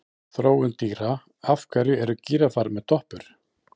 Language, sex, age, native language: Icelandic, male, 40-49, Icelandic